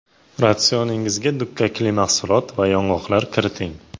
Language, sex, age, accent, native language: Uzbek, male, 18-24, Toshkent viloyati, Uzbek